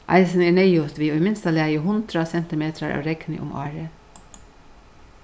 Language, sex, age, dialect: Faroese, female, 61+, Suðurstreymoy